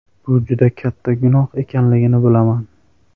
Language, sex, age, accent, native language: Uzbek, male, 25-34, Namangan, Uzbek